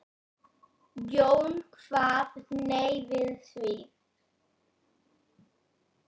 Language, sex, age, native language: Icelandic, female, 9, Icelandic